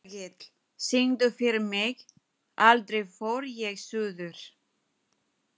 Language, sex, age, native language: Icelandic, female, 20-29, Filipino